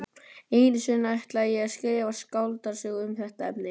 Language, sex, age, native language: Icelandic, male, 12, Icelandic